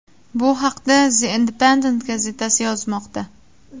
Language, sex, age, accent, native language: Uzbek, female, 18-24, Surxondaryo, Uzbek